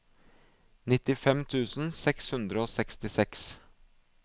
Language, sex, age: Norwegian, male, 24